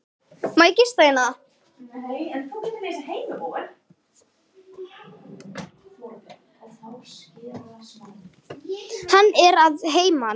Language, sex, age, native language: Icelandic, female, 8, Icelandic